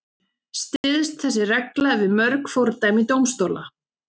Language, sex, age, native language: Icelandic, female, 30-39, Icelandic